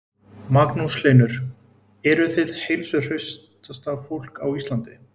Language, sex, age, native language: Icelandic, male, 20-29, Icelandic